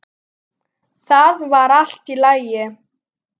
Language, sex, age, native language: Icelandic, female, 9, Icelandic